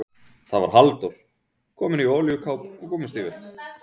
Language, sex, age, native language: Icelandic, male, 40-49, Icelandic